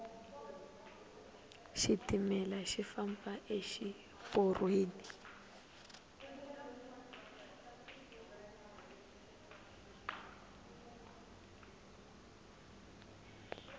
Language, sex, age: Tsonga, female, 19